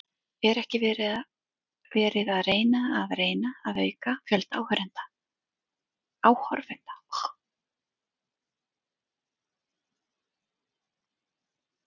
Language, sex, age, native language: Icelandic, female, 40-49, Icelandic